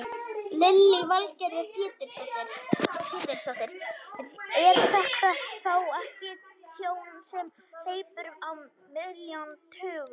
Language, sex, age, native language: Icelandic, female, 18-19, Icelandic